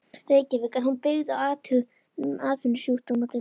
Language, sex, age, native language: Icelandic, female, 11, Icelandic